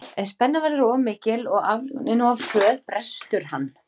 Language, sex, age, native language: Icelandic, female, 40-49, Icelandic